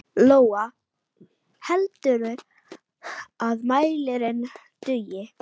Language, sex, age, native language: Icelandic, female, 10, Icelandic